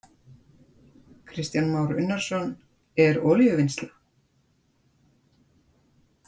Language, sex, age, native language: Icelandic, female, 50-59, Icelandic